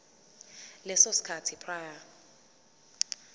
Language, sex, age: Zulu, female, 20